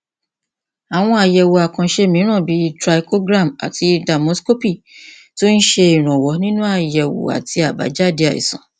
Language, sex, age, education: Yoruba, female, 46-60, tertiary